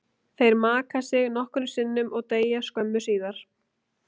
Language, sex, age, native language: Icelandic, female, 20-29, Icelandic